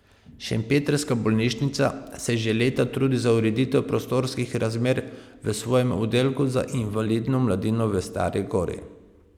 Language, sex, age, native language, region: Slovenian, male, 30-49, Slovenian, Pomurje region